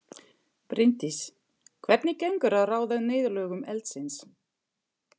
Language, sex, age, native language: Icelandic, female, 50-59, German